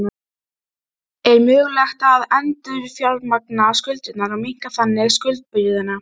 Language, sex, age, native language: Icelandic, female, 12, Icelandic